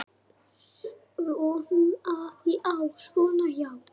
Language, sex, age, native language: Icelandic, male, 6, Icelandic